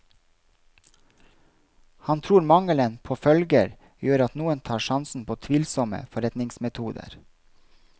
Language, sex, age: Norwegian, male, 32